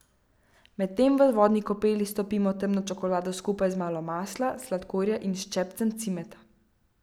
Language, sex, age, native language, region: Slovenian, female, 12-17, Slovenian, Central Slovenia